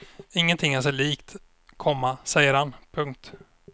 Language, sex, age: Swedish, male, 26